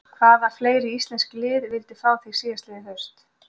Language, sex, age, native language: Icelandic, female, 40-49, Icelandic